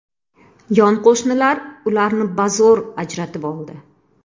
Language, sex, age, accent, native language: Uzbek, female, 35+, Toshkent shahri, Uzbek